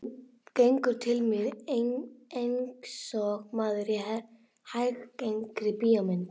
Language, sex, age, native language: Icelandic, female, 11, Icelandic